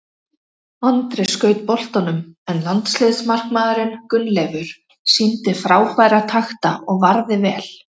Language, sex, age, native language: Icelandic, female, 30-39, Icelandic